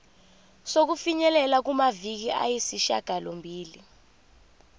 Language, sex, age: Zulu, female, 25